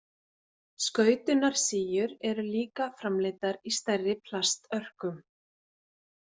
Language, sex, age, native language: Icelandic, female, 40-49, Icelandic